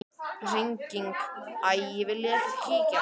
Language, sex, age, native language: Icelandic, male, 12, Icelandic